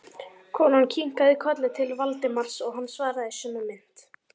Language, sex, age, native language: Icelandic, female, 11, Icelandic